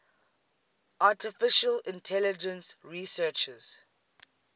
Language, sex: English, female